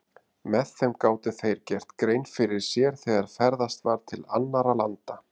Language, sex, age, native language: Icelandic, male, 30-39, Icelandic